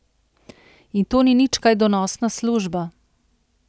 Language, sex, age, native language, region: Slovenian, female, 30-49, Slovenian, Central Slovenia